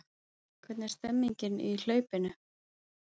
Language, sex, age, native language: Icelandic, female, 30-39, Icelandic